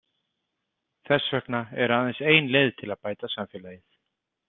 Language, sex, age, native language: Icelandic, male, 30-39, Icelandic